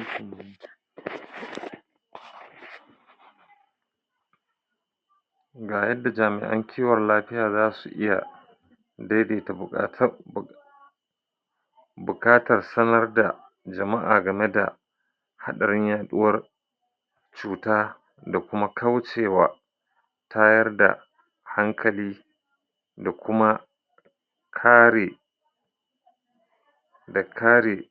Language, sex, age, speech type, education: Hausa, male, 46-60, spontaneous, tertiary